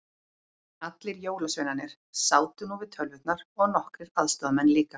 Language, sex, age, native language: Icelandic, female, 30-39, Icelandic